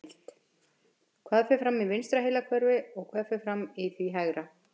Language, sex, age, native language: Icelandic, female, 50-59, Icelandic